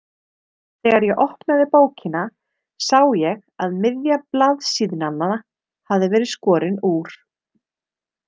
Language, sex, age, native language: Icelandic, female, 30-39, Icelandic